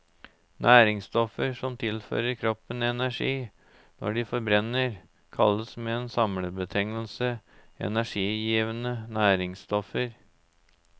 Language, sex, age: Norwegian, male, 34